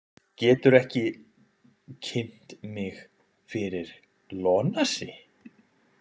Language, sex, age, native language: Icelandic, male, 20-29, Icelandic